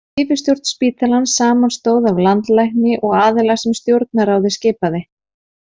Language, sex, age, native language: Icelandic, female, 30-39, Icelandic